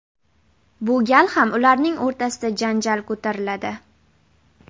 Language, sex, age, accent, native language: Uzbek, female, 18-24, Namangan, Uzbek